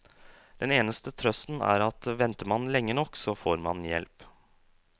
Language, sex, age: Norwegian, male, 27